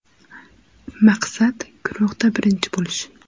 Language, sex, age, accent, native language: Uzbek, female, 19-29, Xorazm, Uzbek